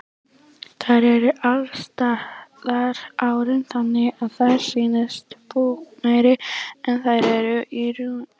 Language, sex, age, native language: Icelandic, female, 18-19, Icelandic